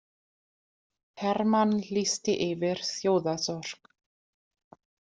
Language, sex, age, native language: Icelandic, female, 40-49, German